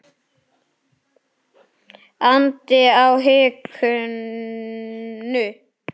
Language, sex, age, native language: Icelandic, male, 8, Icelandic